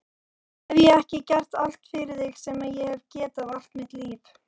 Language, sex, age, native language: Icelandic, female, 40-49, Icelandic